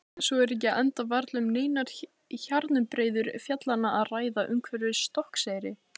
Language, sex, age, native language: Icelandic, female, 16, Icelandic